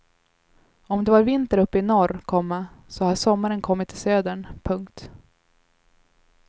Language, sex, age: Swedish, female, 21